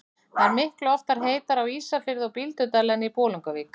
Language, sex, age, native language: Icelandic, female, 40-49, Icelandic